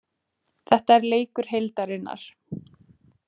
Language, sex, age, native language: Icelandic, female, 20-29, Icelandic